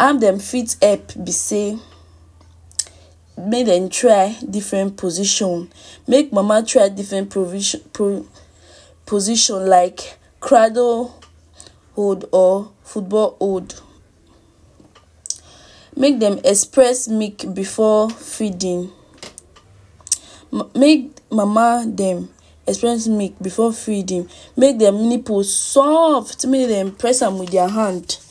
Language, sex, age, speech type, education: Nigerian Pidgin, female, 46-60, spontaneous, tertiary